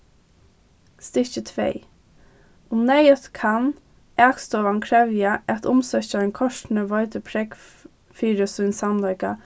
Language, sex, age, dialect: Faroese, female, 15-35, Norðurstreymoy/Eysturoy